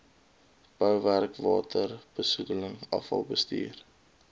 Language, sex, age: Afrikaans, male, 22